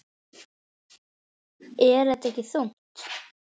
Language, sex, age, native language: Icelandic, female, 10, Icelandic